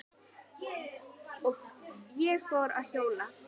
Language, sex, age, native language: Icelandic, female, 10, Icelandic